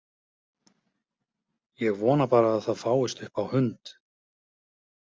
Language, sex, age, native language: Icelandic, male, 40-49, Icelandic